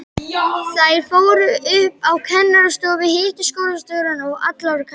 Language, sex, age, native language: Icelandic, male, 12, Icelandic